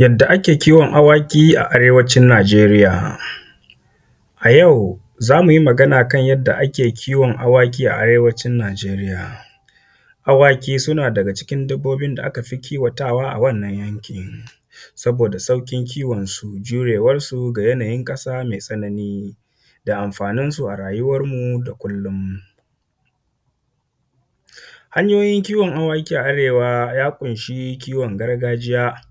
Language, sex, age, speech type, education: Hausa, male, 15-29, spontaneous, secondary